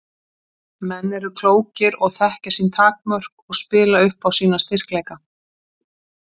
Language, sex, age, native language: Icelandic, female, 50-59, Icelandic